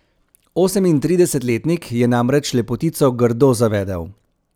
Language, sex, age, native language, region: Slovenian, male, 30-49, Slovenian, Central Slovenia